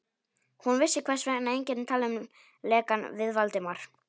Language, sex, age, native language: Icelandic, male, 18-19, Polish